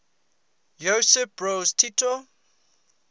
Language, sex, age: English, male, 20